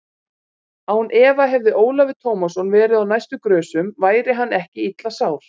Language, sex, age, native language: Icelandic, female, 40-49, Icelandic